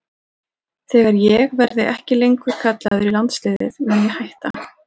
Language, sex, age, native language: Icelandic, female, 40-49, Icelandic